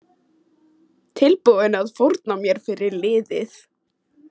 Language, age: Icelandic, 18-19